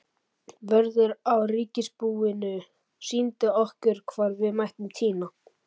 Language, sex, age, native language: Icelandic, male, 11, Icelandic